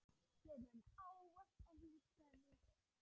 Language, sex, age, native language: Icelandic, male, 10, Icelandic